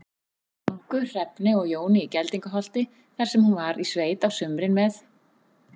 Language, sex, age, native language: Icelandic, female, 40-49, Icelandic